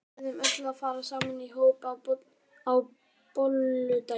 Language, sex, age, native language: Icelandic, male, 12, Icelandic